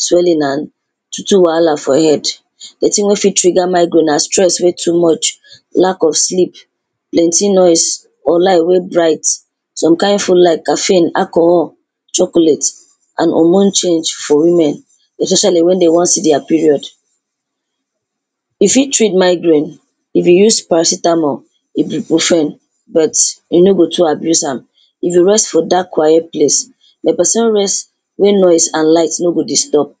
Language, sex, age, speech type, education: Nigerian Pidgin, female, 15-29, spontaneous, primary